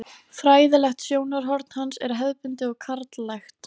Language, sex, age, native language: Icelandic, female, 13, Icelandic